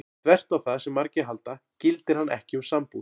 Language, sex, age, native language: Icelandic, male, 40-49, Icelandic